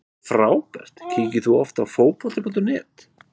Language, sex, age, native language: Icelandic, male, 20-29, Icelandic